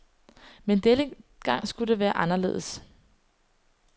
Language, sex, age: Danish, female, 21